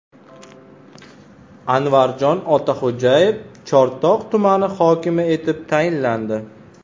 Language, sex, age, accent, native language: Uzbek, male, 18-24, Qashqadaryo, Uzbek